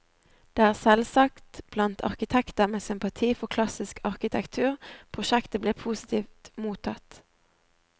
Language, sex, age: Norwegian, female, 20